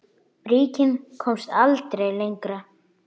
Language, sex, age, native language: Icelandic, female, 10, Icelandic